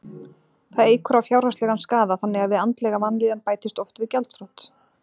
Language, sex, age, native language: Icelandic, female, 40-49, Icelandic